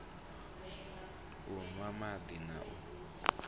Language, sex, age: Venda, male, 26